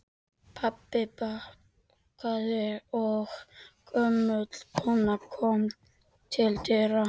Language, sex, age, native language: Icelandic, male, 13, Icelandic